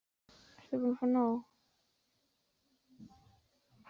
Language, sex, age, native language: Icelandic, female, 14, Icelandic